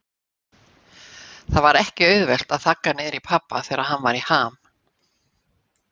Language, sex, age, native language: Icelandic, female, 60-69, Icelandic